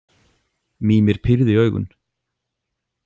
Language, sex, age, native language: Icelandic, male, 40-49, Icelandic